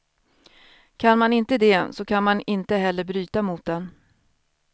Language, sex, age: Swedish, female, 41